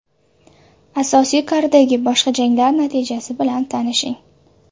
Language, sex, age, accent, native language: Uzbek, female, 25-34, Surxondaryo, Uzbek